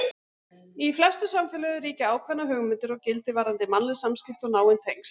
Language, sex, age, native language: Icelandic, female, 40-49, Icelandic